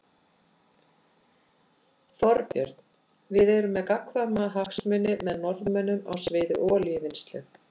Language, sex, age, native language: Icelandic, female, 50-59, Icelandic